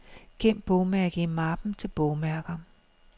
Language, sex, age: Danish, female, 56